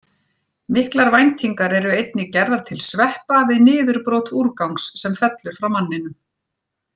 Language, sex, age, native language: Icelandic, female, 40-49, Icelandic